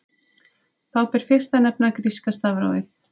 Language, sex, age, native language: Icelandic, female, 30-39, Icelandic